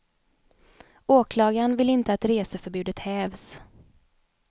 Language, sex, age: Swedish, female, 29